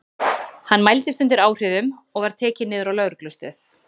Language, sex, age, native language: Icelandic, female, 30-39, Icelandic